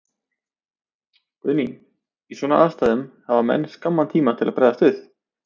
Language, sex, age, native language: Icelandic, male, 30-39, Icelandic